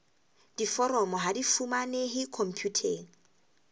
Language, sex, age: Southern Sotho, female, 20